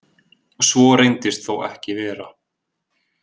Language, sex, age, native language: Icelandic, male, 20-29, Icelandic